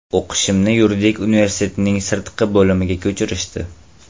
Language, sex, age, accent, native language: Uzbek, male, 18-24, Farg'ona, Uzbek